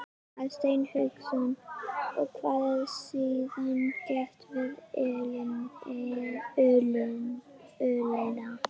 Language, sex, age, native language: Icelandic, female, 11, Icelandic